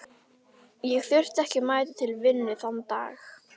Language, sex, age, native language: Icelandic, female, 11, Icelandic